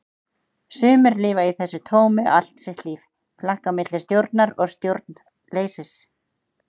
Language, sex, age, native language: Icelandic, female, 30-39, Icelandic